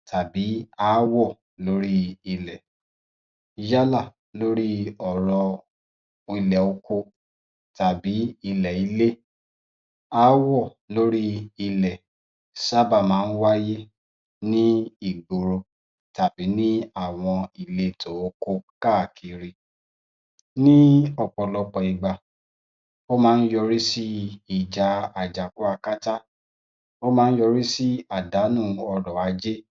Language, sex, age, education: Yoruba, male, 30-45, tertiary